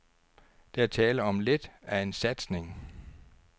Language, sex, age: Danish, male, 49